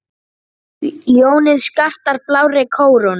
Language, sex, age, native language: Icelandic, female, 9, Icelandic